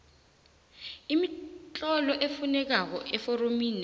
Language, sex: South Ndebele, female